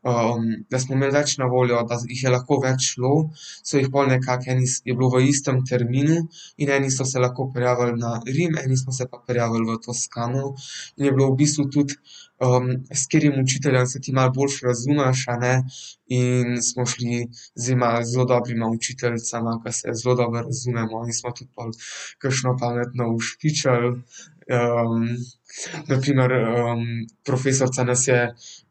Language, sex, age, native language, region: Slovenian, male, 12-17, Slovenian, Central Slovenia